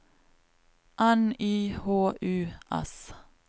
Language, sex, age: Norwegian, female, 36